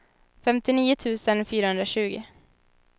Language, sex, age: Swedish, female, 19